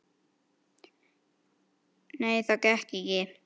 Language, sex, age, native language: Icelandic, male, 9, Icelandic